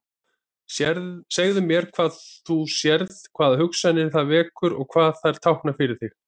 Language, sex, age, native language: Icelandic, male, 30-39, Icelandic